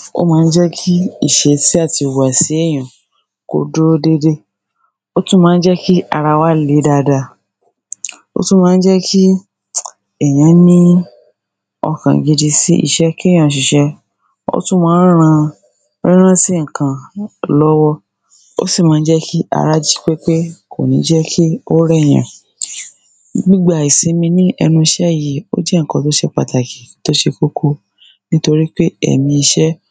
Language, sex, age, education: Yoruba, female, 30-45, secondary